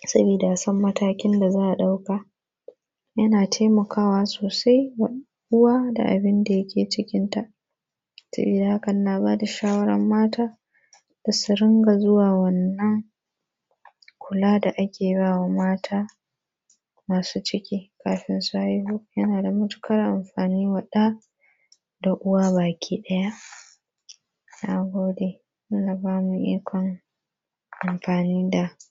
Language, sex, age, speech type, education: Hausa, female, 15-29, spontaneous, primary